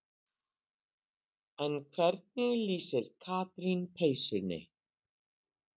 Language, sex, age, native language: Icelandic, female, 60-69, Icelandic